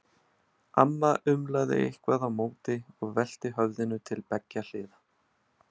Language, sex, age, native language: Icelandic, male, 30-39, Icelandic